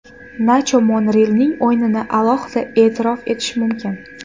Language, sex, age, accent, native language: Uzbek, female, 18-24, Toshkent shahri, Uzbek